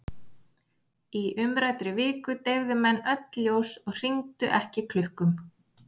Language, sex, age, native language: Icelandic, female, 40-49, Icelandic